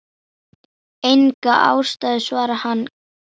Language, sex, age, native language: Icelandic, female, 10, Icelandic